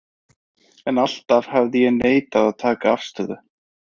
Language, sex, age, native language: Icelandic, male, 30-39, Icelandic